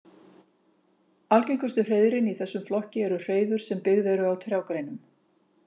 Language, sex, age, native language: Icelandic, female, 50-59, Icelandic